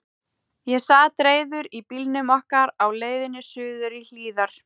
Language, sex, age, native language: Icelandic, female, 18-19, Icelandic